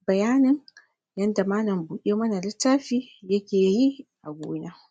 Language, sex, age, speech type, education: Hausa, female, 46-60, spontaneous, primary